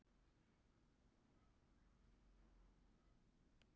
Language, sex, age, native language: Icelandic, female, 18-19, Icelandic